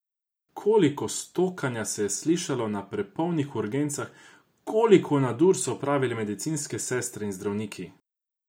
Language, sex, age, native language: Slovenian, male, 18-29, Croatian